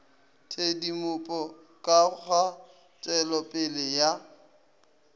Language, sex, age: Northern Sotho, male, 20